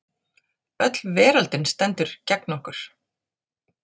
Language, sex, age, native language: Icelandic, female, 40-49, Icelandic